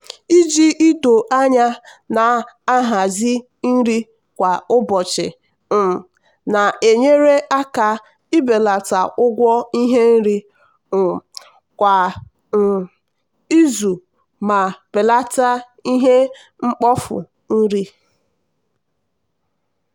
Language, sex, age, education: Igbo, female, 15-29, tertiary